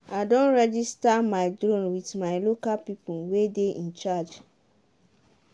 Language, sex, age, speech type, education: Nigerian Pidgin, female, 15-29, spontaneous, tertiary